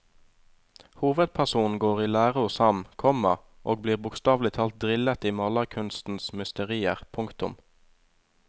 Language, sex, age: Norwegian, male, 20